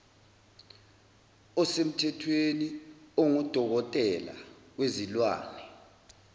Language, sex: Zulu, male